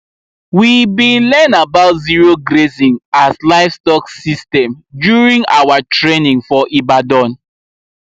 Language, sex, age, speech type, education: Nigerian Pidgin, male, 15-29, spontaneous, tertiary